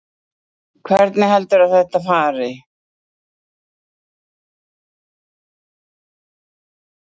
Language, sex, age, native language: Icelandic, female, 60-69, Icelandic